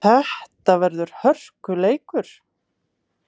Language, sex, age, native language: Icelandic, female, 20-29, Icelandic